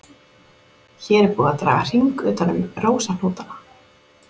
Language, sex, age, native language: Icelandic, female, 30-39, Icelandic